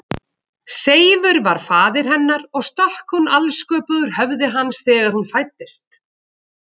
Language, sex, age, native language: Icelandic, female, 40-49, Icelandic